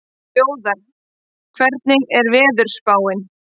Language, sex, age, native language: Icelandic, female, 30-39, Icelandic